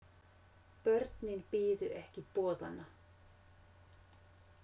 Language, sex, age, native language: Icelandic, female, 50-59, Finnish